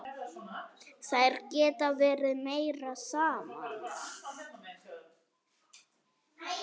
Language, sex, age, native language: Icelandic, female, 7, Icelandic